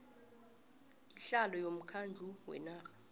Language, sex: South Ndebele, female